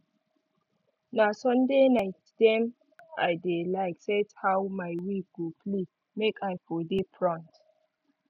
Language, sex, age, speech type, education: Nigerian Pidgin, female, 15-29, spontaneous, tertiary